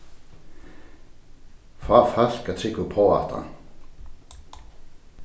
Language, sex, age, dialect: Faroese, male, 36-60, Norðurstreymoy/Eysturoy